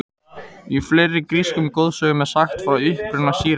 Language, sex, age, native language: Icelandic, male, 18-19, Icelandic